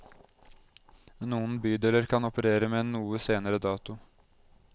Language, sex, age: Norwegian, male, 20